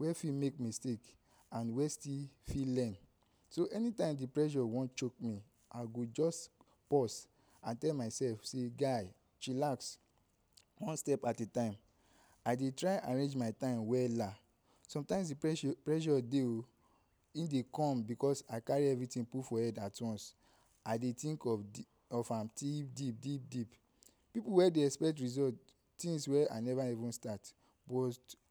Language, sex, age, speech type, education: Nigerian Pidgin, male, 15-29, spontaneous, tertiary